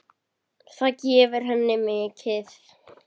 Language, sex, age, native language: Icelandic, female, 10, Icelandic